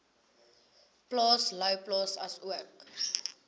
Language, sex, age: Afrikaans, female, 22